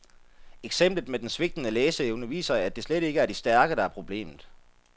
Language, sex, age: Danish, male, 33